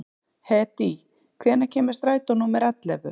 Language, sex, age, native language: Icelandic, female, 30-39, Icelandic